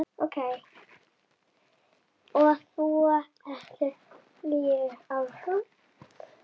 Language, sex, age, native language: Icelandic, male, 7, Icelandic